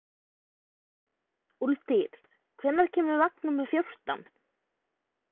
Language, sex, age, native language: Icelandic, female, 20-29, Icelandic